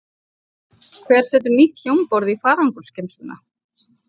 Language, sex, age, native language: Icelandic, female, 30-39, Icelandic